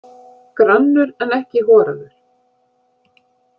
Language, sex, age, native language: Icelandic, female, 50-59, Icelandic